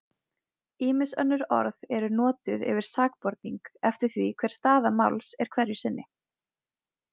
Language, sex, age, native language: Icelandic, female, 20-29, Icelandic